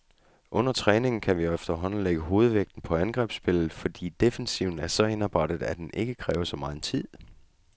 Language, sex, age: Danish, male, 35